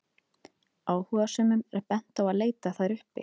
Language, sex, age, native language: Icelandic, female, 30-39, Icelandic